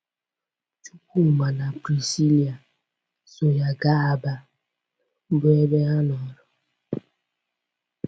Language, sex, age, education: Igbo, female, 15-29, tertiary